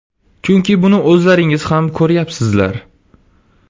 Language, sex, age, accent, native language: Uzbek, male, 18-24, Surxondaryo, Uzbek